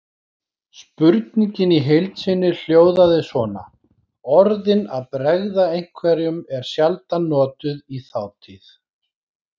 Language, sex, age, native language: Icelandic, male, 40-49, Icelandic